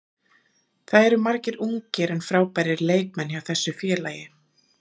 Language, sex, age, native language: Icelandic, female, 30-39, Icelandic